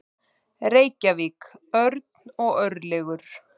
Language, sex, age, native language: Icelandic, male, 30-39, Icelandic